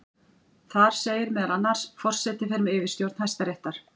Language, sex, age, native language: Icelandic, female, 40-49, Icelandic